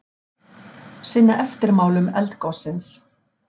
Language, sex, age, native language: Icelandic, female, 50-59, Icelandic